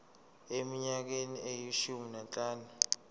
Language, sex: Zulu, male